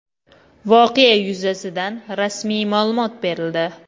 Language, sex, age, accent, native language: Uzbek, female, 18-24, Qoraqalpog'iston, Uzbek